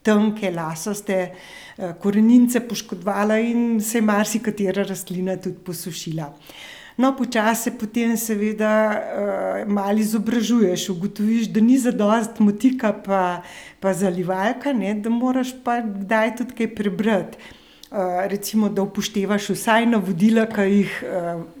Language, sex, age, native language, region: Slovenian, female, 60+, Slovenian, Central Slovenia